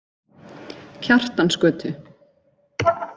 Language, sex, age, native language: Icelandic, female, 20-29, Icelandic